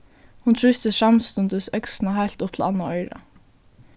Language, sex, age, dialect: Faroese, female, 15-35, Suðurstreymoy